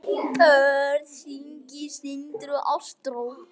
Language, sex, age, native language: Icelandic, male, 9, Icelandic